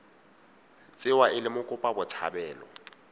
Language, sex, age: Tswana, male, 18